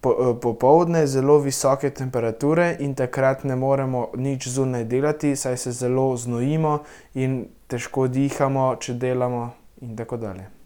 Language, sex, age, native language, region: Slovenian, male, 18-29, Slovenian, Central Slovenia